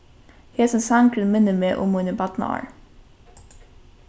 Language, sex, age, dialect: Faroese, female, 15-35, Norðuroyggjar